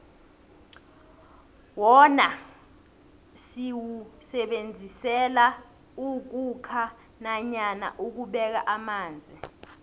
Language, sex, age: South Ndebele, female, 20